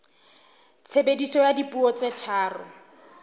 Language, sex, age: Southern Sotho, female, 23